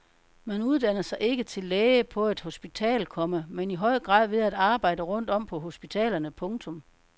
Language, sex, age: Danish, female, 52